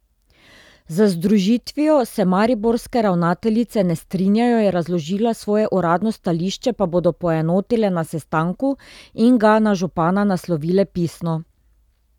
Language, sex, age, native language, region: Slovenian, female, 30-49, Slovenian, Drava region